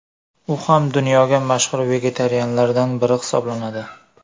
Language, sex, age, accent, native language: Uzbek, male, 18-24, Surxondaryo, Uzbek